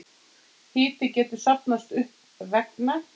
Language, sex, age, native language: Icelandic, female, 8, Icelandic